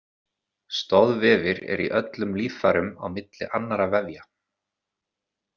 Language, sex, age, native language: Icelandic, male, 30-39, Icelandic